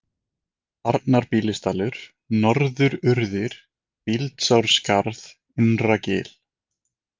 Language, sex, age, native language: Icelandic, male, 20-29, Icelandic